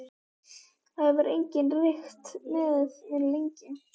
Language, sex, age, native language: Icelandic, female, 12, Icelandic